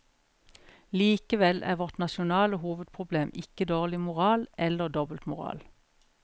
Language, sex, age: Norwegian, female, 41